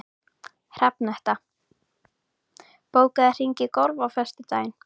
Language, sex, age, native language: Icelandic, female, 13, Icelandic